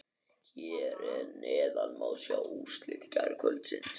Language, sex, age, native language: Icelandic, other, 18-19, Icelandic